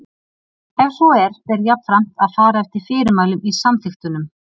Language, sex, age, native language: Icelandic, female, 30-39, Icelandic